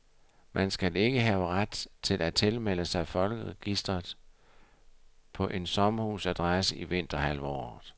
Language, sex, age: Danish, male, 60